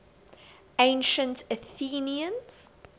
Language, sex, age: English, female, 22